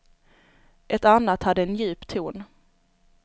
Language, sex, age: Swedish, female, 29